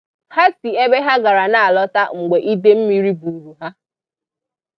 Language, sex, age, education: Igbo, female, 15-29, tertiary